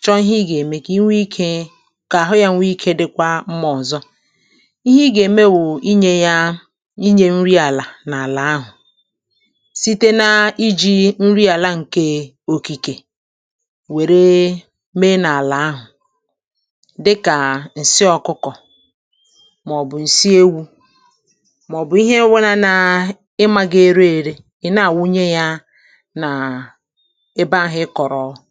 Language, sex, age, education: Igbo, male, 30-45, tertiary